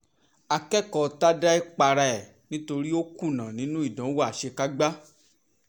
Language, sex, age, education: Yoruba, male, 15-29, tertiary